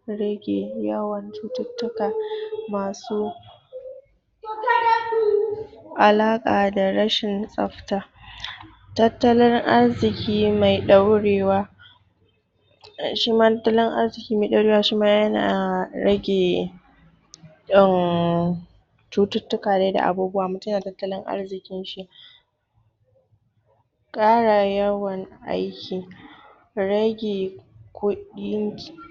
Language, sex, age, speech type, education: Hausa, female, 30-45, spontaneous, tertiary